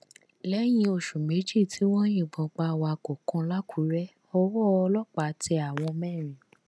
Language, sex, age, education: Yoruba, female, 15-29, tertiary